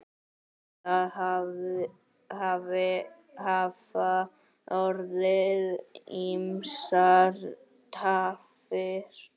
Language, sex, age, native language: Icelandic, male, 9, Icelandic